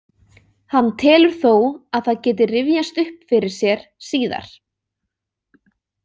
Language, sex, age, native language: Icelandic, female, 20-29, Icelandic